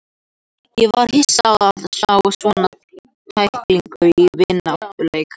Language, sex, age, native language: Icelandic, other, 18-19, Icelandic